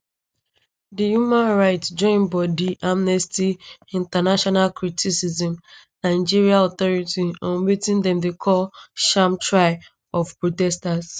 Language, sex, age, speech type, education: Nigerian Pidgin, female, 15-29, spontaneous, tertiary